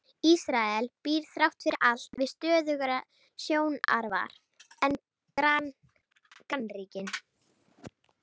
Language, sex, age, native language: Icelandic, female, 30-39, Icelandic